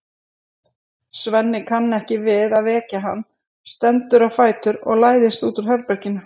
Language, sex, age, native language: Icelandic, female, 40-49, Icelandic